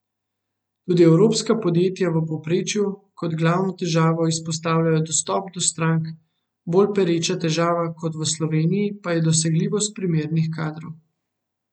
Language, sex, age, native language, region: Slovenian, male, 18-29, Slovenian, Central Slovenia